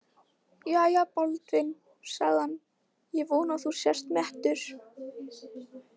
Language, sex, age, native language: Icelandic, female, 15, Icelandic